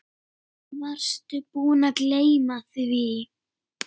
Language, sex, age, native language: Icelandic, female, 7, Icelandic